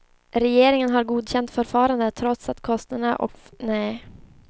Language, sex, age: Swedish, female, 24